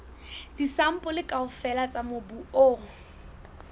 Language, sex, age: Southern Sotho, female, 20